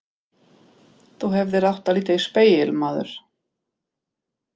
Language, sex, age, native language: Icelandic, female, 50-59, Polish